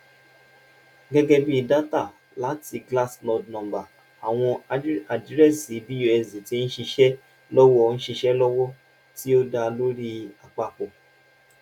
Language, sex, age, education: Yoruba, male, 15-29, tertiary